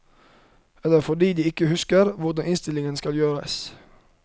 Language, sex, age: Norwegian, male, 31